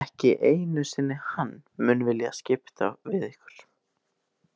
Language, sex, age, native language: Icelandic, male, 18-19, Icelandic